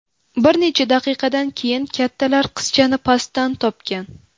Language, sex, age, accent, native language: Uzbek, female, 18-24, Navoiy, Uzbek